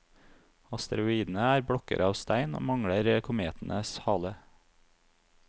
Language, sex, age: Norwegian, male, 30